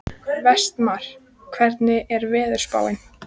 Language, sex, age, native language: Icelandic, female, 14, Icelandic